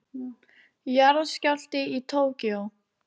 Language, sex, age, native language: Icelandic, female, 18-19, Icelandic